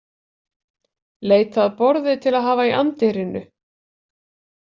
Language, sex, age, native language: Icelandic, female, 40-49, Icelandic